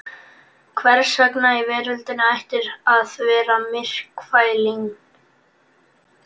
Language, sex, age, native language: Icelandic, male, 11, Icelandic